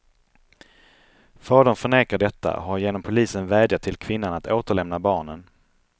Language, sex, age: Swedish, male, 31